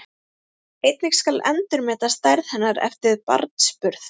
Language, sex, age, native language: Icelandic, female, 30-39, Icelandic